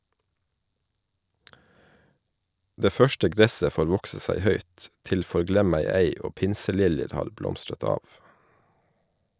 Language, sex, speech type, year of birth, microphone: Norwegian, male, read, 1979, Shure